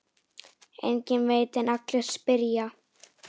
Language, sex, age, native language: Icelandic, female, 10, Icelandic